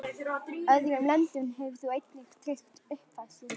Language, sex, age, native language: Icelandic, female, 11, Icelandic